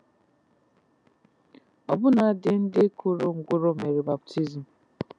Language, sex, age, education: Igbo, female, 15-29, tertiary